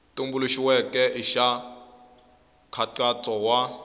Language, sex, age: Tsonga, male, 21